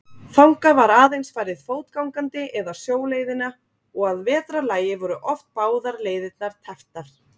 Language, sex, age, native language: Icelandic, female, 30-39, Icelandic